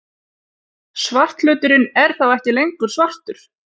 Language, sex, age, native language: Icelandic, female, 40-49, Icelandic